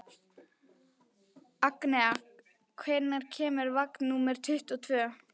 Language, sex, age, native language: Icelandic, female, 12, Icelandic